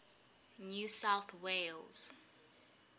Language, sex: English, female